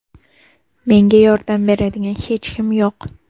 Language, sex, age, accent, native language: Uzbek, female, 12-17, Toshkent shahri, Uzbek